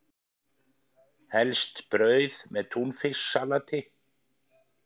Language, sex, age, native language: Icelandic, male, 50-59, Icelandic